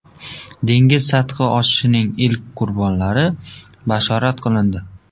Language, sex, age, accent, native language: Uzbek, male, 12-17, Jizzax, Uzbek